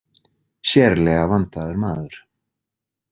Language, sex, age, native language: Icelandic, male, 40-49, Icelandic